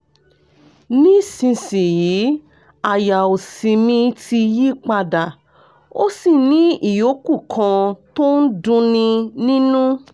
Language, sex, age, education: Yoruba, female, 30-45, tertiary